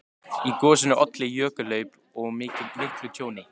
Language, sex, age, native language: Icelandic, male, 15, Icelandic